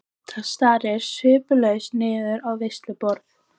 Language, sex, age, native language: Icelandic, female, 14, Icelandic